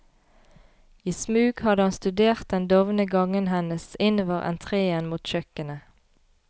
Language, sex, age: Norwegian, female, 33